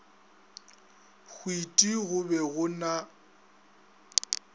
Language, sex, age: Northern Sotho, male, 22